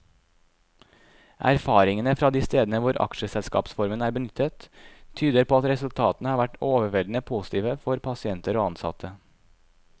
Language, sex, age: Norwegian, male, 26